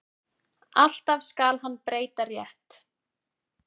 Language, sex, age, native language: Icelandic, male, 9, Icelandic